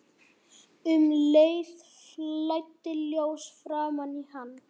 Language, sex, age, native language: Icelandic, male, 12, Icelandic